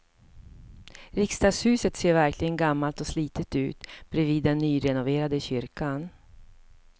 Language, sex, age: Swedish, female, 54